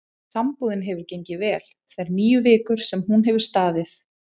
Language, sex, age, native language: Icelandic, female, 30-39, Icelandic